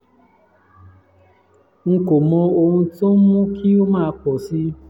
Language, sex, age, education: Yoruba, male, 15-29, tertiary